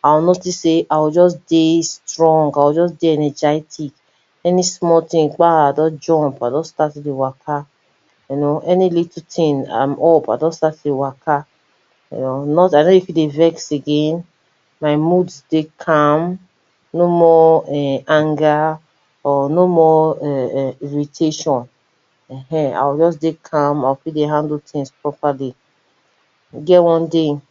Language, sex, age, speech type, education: Nigerian Pidgin, female, 30-45, spontaneous, tertiary